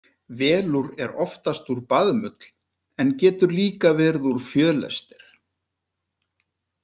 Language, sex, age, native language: Icelandic, male, 50-59, Icelandic